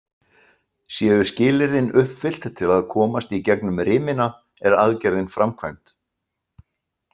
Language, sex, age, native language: Icelandic, male, 60-69, Icelandic